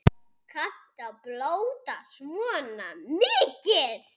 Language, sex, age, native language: Icelandic, male, 6, Icelandic